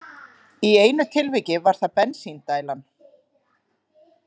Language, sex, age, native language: Icelandic, female, 40-49, Icelandic